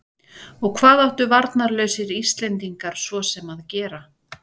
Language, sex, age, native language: Icelandic, female, 40-49, Icelandic